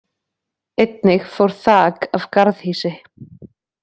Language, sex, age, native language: Icelandic, female, 20-29, Icelandic